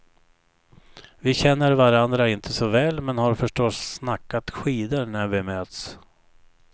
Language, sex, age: Swedish, male, 59